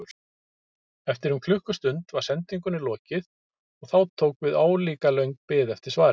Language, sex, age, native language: Icelandic, male, 50-59, Icelandic